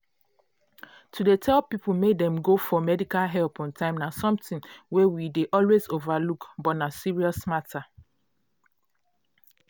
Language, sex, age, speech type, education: Nigerian Pidgin, female, 30-45, spontaneous, tertiary